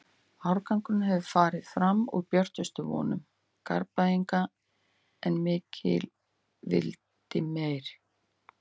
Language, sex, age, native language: Icelandic, female, 40-49, Icelandic